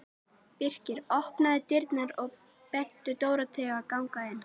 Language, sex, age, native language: Icelandic, female, 11, Icelandic